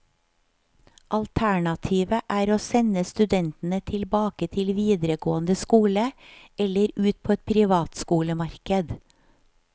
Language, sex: Norwegian, female